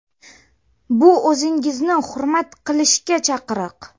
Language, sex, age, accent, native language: Uzbek, female, under 19, Namangan, Uzbek